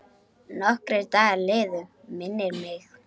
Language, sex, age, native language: Icelandic, female, 10, Icelandic